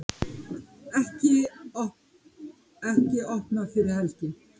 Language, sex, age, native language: Icelandic, female, 50-59, Icelandic